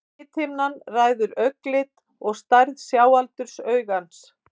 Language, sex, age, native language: Icelandic, female, 50-59, Icelandic